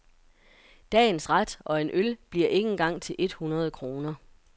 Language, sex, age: Danish, female, 42